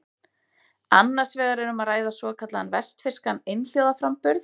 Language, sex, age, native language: Icelandic, female, 30-39, Icelandic